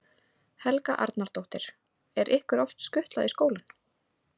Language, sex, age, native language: Icelandic, female, 18-19, Icelandic